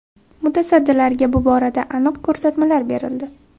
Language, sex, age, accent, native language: Uzbek, female, 18-24, Buxoro, Uzbek